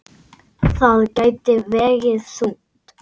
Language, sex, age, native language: Icelandic, male, 8, Icelandic